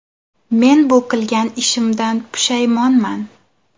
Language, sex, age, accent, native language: Uzbek, female, 19-29, Toshkent shahri, Uzbek